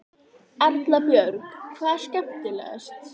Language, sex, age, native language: Icelandic, female, 11, Icelandic